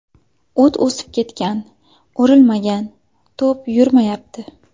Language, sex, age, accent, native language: Uzbek, female, 18-24, Farg'ona, Uzbek